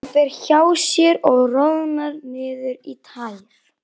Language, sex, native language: Icelandic, other, Chinese